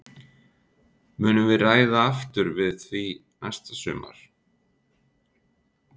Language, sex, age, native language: Icelandic, male, 40-49, Icelandic